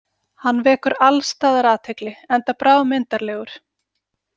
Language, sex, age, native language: Icelandic, female, 40-49, Icelandic